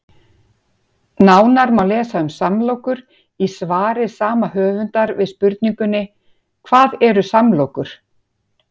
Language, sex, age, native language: Icelandic, female, 50-59, Icelandic